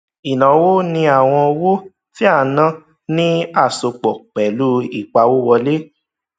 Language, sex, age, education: Yoruba, male, 15-29, tertiary